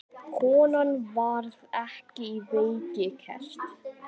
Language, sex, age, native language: Icelandic, male, 11, Icelandic